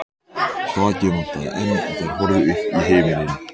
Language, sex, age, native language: Icelandic, male, 14, Icelandic